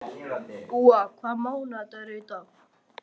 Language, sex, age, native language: Icelandic, male, 13, Icelandic